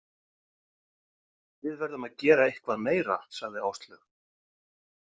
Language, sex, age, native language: Icelandic, male, 50-59, Icelandic